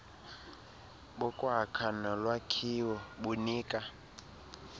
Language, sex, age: Xhosa, male, 20